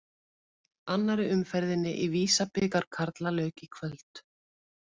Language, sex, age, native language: Icelandic, female, 50-59, Icelandic